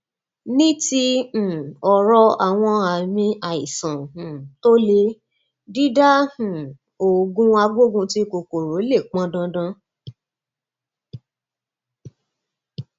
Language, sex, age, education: Yoruba, female, 30-45, tertiary